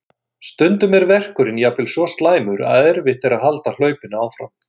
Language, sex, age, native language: Icelandic, male, 60-69, Icelandic